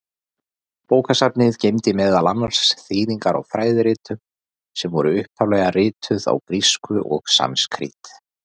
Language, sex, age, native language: Icelandic, male, 40-49, Icelandic